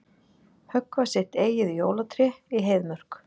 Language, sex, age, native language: Icelandic, female, 40-49, Icelandic